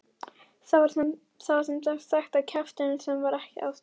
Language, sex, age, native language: Icelandic, female, 11, Icelandic